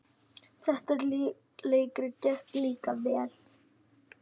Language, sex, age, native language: Icelandic, male, 10, Icelandic